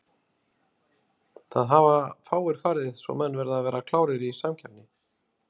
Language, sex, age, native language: Icelandic, male, 50-59, Icelandic